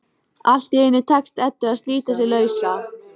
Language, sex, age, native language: Icelandic, female, 14, Icelandic